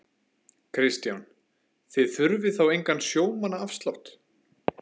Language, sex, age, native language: Icelandic, male, 20-29, Icelandic